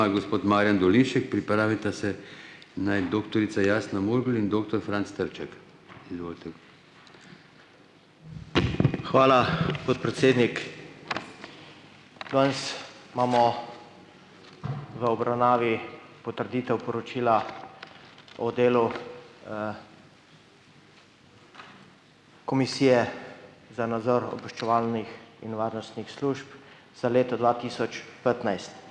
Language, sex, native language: Slovenian, male, Slovenian